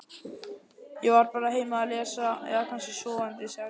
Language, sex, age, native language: Icelandic, male, 11, Icelandic